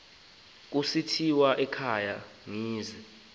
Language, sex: Xhosa, male